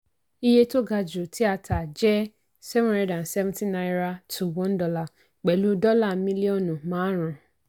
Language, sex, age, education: Yoruba, female, 15-29, tertiary